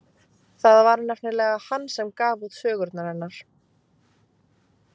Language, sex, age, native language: Icelandic, female, 20-29, Icelandic